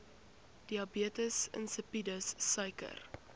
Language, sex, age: Afrikaans, female, 21